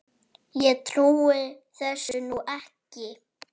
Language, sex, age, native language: Icelandic, female, 7, Icelandic